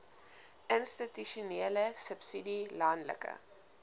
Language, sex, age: Afrikaans, female, 19